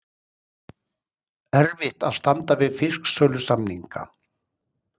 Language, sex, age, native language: Icelandic, male, 60-69, Icelandic